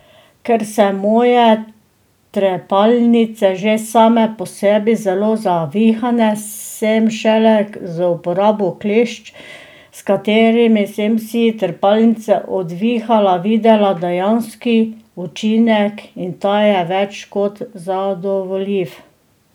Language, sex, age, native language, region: Slovenian, female, 50-59, Slovenian, Drava region